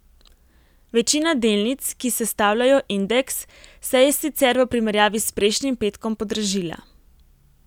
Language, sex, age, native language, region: Slovenian, female, 18-29, Slovenian, Primorsko-notranjska region